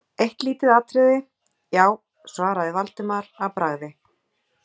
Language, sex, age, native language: Icelandic, female, 40-49, Icelandic